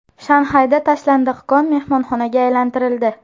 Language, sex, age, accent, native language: Uzbek, female, 18-24, Toshkent shahri, Uzbek